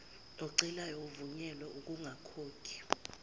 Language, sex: Zulu, female